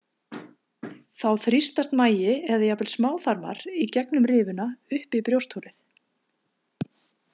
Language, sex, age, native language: Icelandic, female, 50-59, Icelandic